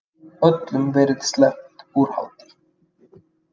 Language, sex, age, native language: Icelandic, male, 30-39, Icelandic